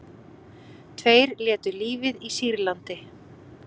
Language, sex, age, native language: Icelandic, female, 40-49, Icelandic